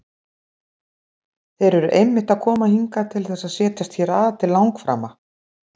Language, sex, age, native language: Icelandic, female, 60-69, Icelandic